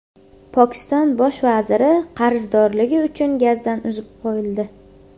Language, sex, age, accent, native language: Uzbek, female, under 19, Qashqadaryo, Uzbek